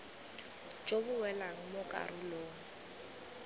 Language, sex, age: Tswana, female, 19